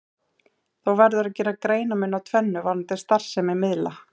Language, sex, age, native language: Icelandic, female, 30-39, Icelandic